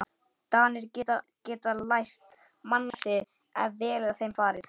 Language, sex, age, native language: Icelandic, male, 11, Icelandic